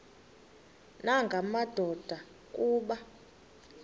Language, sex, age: Xhosa, female, 23